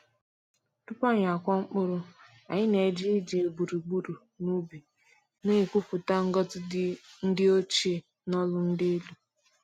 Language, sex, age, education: Igbo, female, 15-29, tertiary